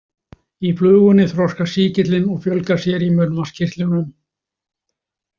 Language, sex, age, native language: Icelandic, male, 60-69, Icelandic